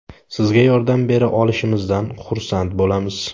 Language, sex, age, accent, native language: Uzbek, male, 18-24, Samarqand, Uzbek